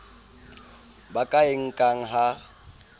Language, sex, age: Southern Sotho, male, 30